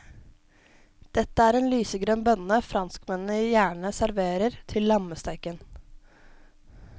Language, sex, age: Norwegian, female, 17